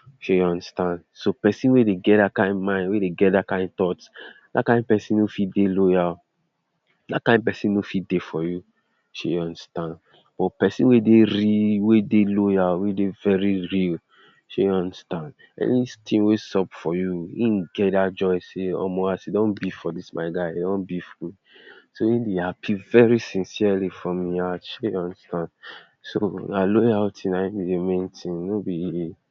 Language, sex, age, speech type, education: Nigerian Pidgin, male, 60+, spontaneous, tertiary